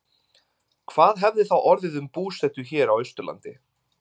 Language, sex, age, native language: Icelandic, male, 20-29, Icelandic